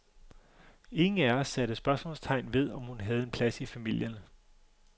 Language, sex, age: Danish, male, 35